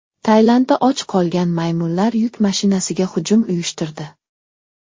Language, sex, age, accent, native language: Uzbek, male, 19-29, Xorazm, Uzbek